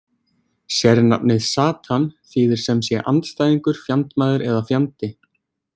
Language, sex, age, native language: Icelandic, male, 20-29, Icelandic